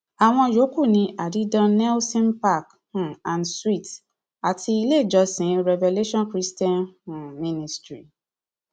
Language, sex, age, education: Yoruba, female, 30-45, tertiary